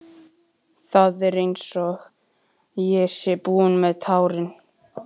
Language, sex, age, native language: Icelandic, male, 11, Icelandic